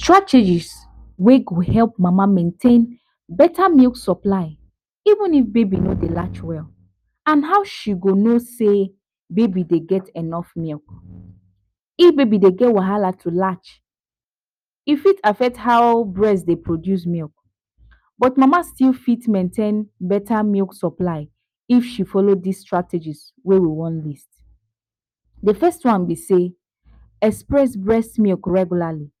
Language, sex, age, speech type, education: Nigerian Pidgin, female, 15-29, spontaneous, tertiary